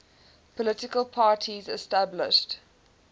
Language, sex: English, female